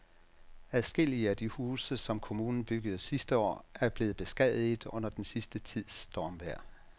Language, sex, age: Danish, male, 67